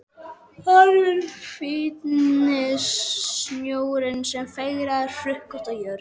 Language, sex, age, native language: Icelandic, male, 12, Icelandic